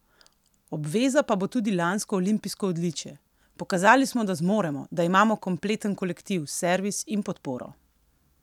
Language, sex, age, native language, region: Slovenian, female, 18-29, Slovenian, Coastal Karst region